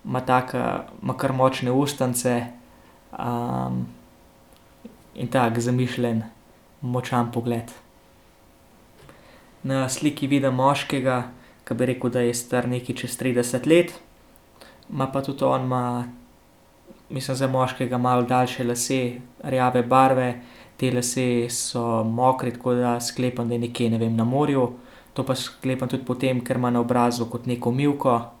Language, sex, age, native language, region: Slovenian, male, 18-29, Slovenian, Central Slovenia